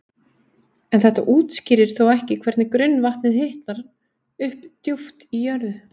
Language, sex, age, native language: Icelandic, female, 30-39, Icelandic